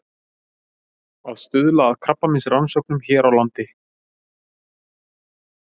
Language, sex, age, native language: Icelandic, male, 30-39, Icelandic